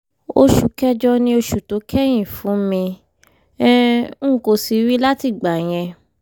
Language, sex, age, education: Yoruba, female, 15-29, primary